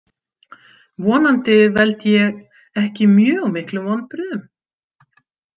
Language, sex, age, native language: Icelandic, female, 50-59, Icelandic